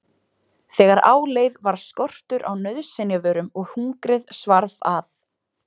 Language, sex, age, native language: Icelandic, female, 20-29, Icelandic